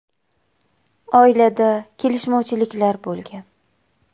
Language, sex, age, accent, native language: Uzbek, female, 25-34, Samarqand, Uzbek